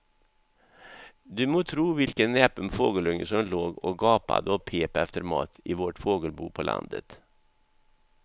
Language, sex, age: Swedish, male, 64